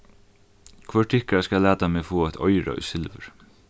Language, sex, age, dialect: Faroese, male, 15-35, Norðuroyggjar